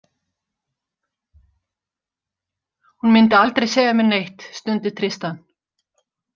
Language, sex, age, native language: Icelandic, female, 60-69, Icelandic